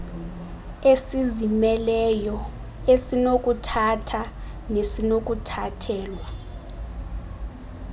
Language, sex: Xhosa, female